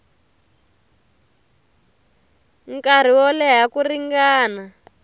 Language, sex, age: Tsonga, female, 22